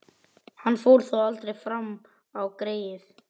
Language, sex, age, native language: Icelandic, male, 11, Icelandic